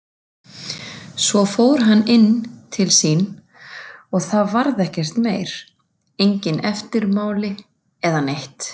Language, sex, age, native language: Icelandic, female, 40-49, Icelandic